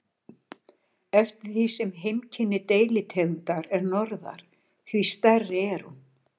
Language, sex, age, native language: Icelandic, female, 60-69, Icelandic